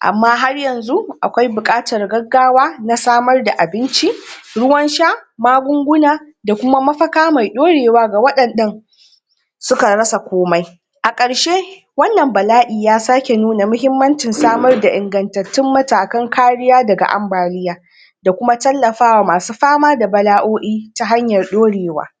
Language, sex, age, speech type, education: Hausa, female, 46-60, spontaneous, tertiary